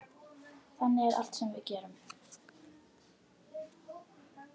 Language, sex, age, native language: Icelandic, female, 12, Icelandic